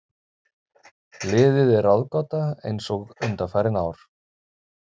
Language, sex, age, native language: Icelandic, male, 30-39, Icelandic